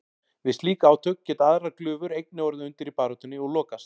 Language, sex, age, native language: Icelandic, male, 40-49, Icelandic